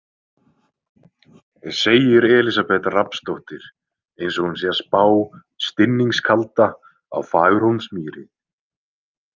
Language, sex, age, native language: Icelandic, male, 20-29, Icelandic